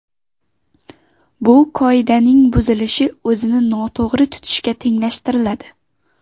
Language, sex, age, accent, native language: Uzbek, female, 18-24, Xorazm, Uzbek